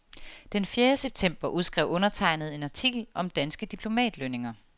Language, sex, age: Danish, female, 30